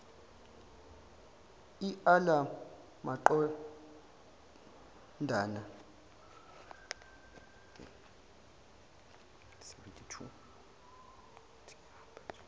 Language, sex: Zulu, male